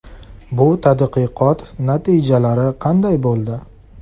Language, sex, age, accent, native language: Uzbek, male, 18-24, Farg'ona, Uzbek